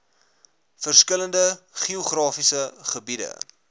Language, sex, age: Afrikaans, male, 21